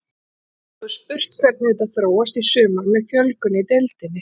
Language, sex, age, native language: Icelandic, female, 40-49, Icelandic